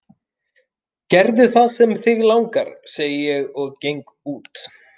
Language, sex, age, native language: Icelandic, male, 30-39, Finnish